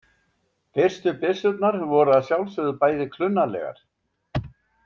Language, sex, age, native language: Icelandic, male, 70-79, Icelandic